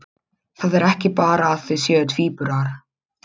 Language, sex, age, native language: Icelandic, male, 12, Polish